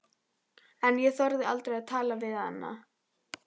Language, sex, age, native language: Icelandic, female, 11, Icelandic